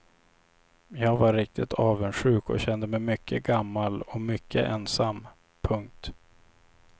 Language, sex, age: Swedish, male, 26